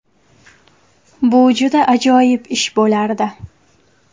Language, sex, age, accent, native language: Uzbek, female, 18-24, Qashqadaryo, Uzbek